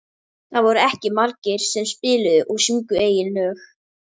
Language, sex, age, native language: Icelandic, female, 13, Icelandic